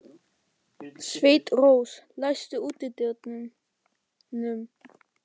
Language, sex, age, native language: Icelandic, male, 13, German